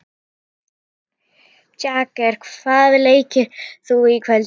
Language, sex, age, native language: Icelandic, female, 11, Icelandic